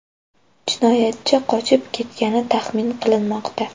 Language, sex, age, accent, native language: Uzbek, female, 25-34, Toshkent viloyati, Uzbek